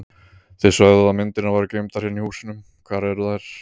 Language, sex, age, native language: Icelandic, male, 30-39, Icelandic